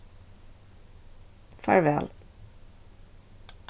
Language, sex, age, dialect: Faroese, female, 36-60, Vágar